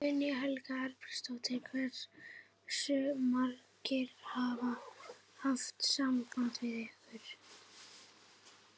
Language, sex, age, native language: Icelandic, female, 11, Icelandic